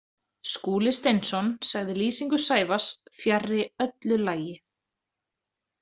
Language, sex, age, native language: Icelandic, female, 30-39, Icelandic